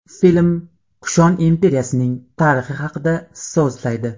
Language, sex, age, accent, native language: Uzbek, male, 18-24, Qashqadaryo, Uzbek